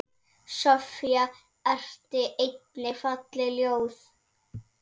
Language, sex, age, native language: Icelandic, female, 7, Icelandic